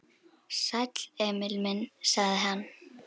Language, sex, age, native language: Icelandic, female, 10, Icelandic